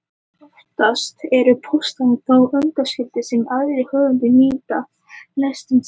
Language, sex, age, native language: Icelandic, female, 18-19, Icelandic